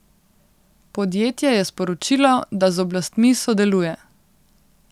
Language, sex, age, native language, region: Slovenian, female, 18-29, Slovenian, Central Slovenia